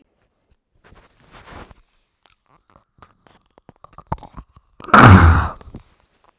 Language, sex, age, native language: Icelandic, male, 10, Icelandic